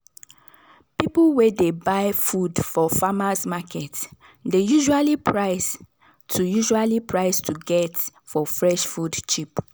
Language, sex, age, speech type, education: Nigerian Pidgin, female, 30-45, spontaneous, tertiary